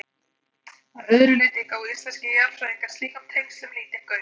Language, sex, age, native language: Icelandic, male, 12, Icelandic